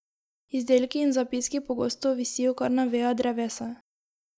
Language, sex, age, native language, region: Slovenian, female, 18-29, Slovenian, Drava region